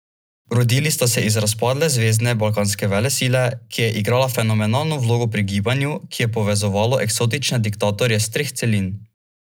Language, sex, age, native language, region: Slovenian, male, 18-29, Slovenian, Drava region